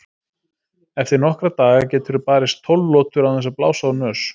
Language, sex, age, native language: Icelandic, male, 30-39, Icelandic